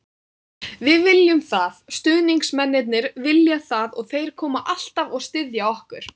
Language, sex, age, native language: Icelandic, female, 18-19, Icelandic